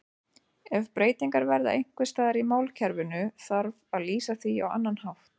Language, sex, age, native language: Icelandic, female, 30-39, Icelandic